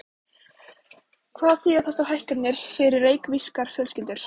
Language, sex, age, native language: Icelandic, female, 15, Icelandic